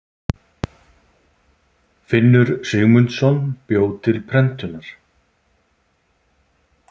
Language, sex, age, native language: Icelandic, male, 50-59, Icelandic